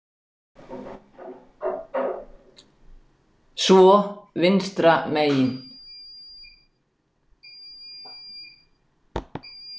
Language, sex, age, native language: Icelandic, female, 60-69, Icelandic